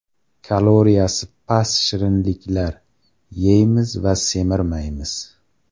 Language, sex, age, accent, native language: Uzbek, male, 18-24, Farg'ona, Uzbek